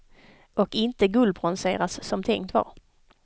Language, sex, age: Swedish, female, 32